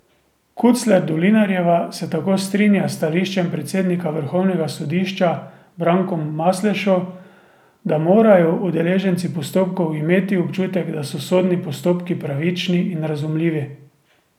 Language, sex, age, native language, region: Slovenian, male, 30-49, Slovenian, Drava region